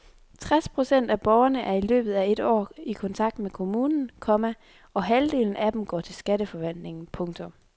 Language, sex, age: Danish, female, 23